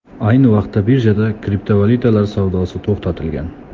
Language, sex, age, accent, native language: Uzbek, male, 25-34, Samarqand, Uzbek